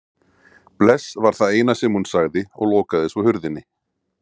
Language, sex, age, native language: Icelandic, male, 40-49, Icelandic